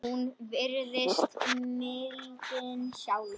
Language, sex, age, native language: Icelandic, male, 10, Icelandic